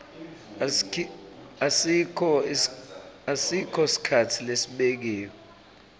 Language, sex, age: Swati, male, 26